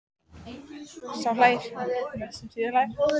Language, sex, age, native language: Icelandic, female, 14, Icelandic